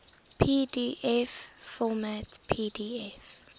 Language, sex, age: English, female, 23